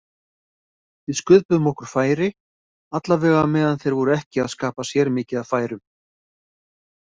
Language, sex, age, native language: Icelandic, male, 50-59, Icelandic